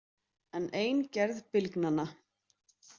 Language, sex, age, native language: Icelandic, female, 30-39, Icelandic